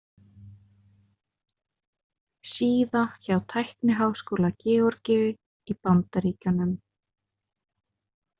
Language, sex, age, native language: Icelandic, female, 20-29, Icelandic